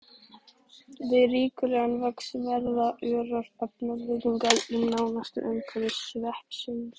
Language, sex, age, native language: Icelandic, female, 18-19, Icelandic